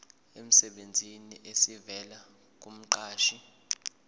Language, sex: Zulu, male